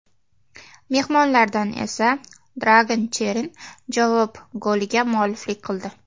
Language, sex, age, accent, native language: Uzbek, female, 19-29, Farg'ona, Uzbek